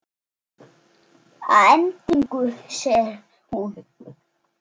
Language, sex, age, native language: Icelandic, male, 6, Icelandic